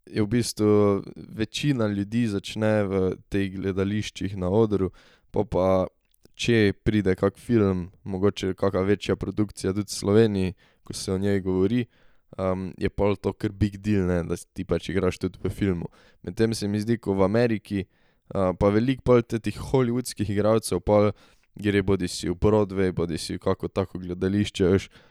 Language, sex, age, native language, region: Slovenian, male, 18-29, Slovenian, Drava region